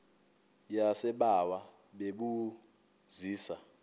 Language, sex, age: Xhosa, male, 22